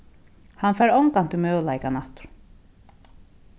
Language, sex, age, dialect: Faroese, female, 36-60, Norðurstreymoy/Eysturoy